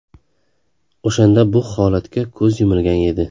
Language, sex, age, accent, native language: Uzbek, male, 35+, Xorazm, Uzbek